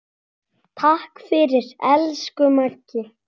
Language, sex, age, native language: Icelandic, male, 9, Icelandic